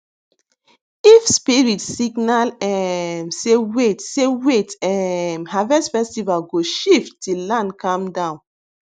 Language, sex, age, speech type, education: Nigerian Pidgin, female, 15-29, spontaneous, tertiary